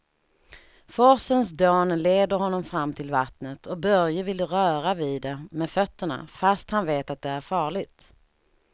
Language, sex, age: Swedish, female, 38